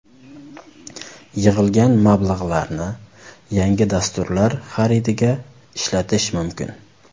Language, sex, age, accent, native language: Uzbek, male, 19-29, Surxondaryo, Uzbek